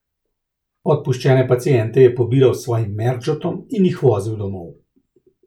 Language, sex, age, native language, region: Slovenian, male, 30-49, Slovenian, Central Slovenia